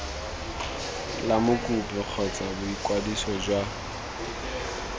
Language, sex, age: Tswana, male, 19